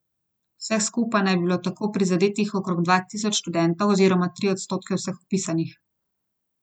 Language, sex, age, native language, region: Slovenian, female, 30-49, Slovenian, Gorenjska region